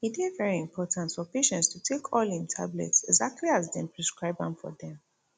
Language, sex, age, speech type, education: Nigerian Pidgin, female, 30-45, spontaneous, tertiary